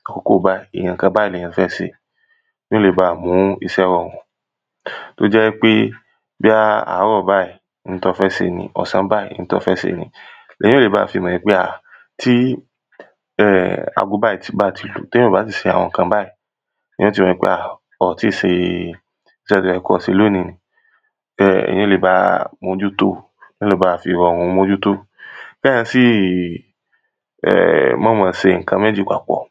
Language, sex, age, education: Yoruba, male, 15-29, tertiary